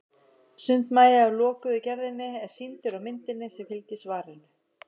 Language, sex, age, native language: Icelandic, male, 50-59, Icelandic